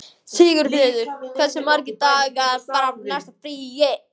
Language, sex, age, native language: Icelandic, male, 14, Icelandic